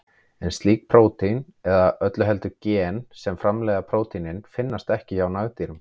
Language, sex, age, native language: Icelandic, male, 30-39, Icelandic